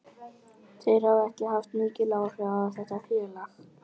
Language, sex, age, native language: Icelandic, male, 18-19, Icelandic